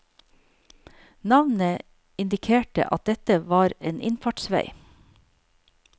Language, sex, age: Norwegian, female, 48